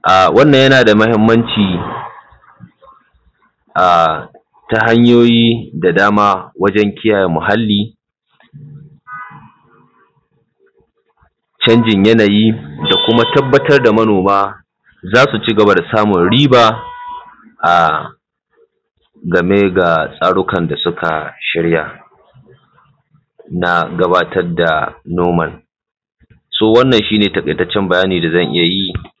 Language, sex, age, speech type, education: Hausa, male, 15-29, spontaneous, tertiary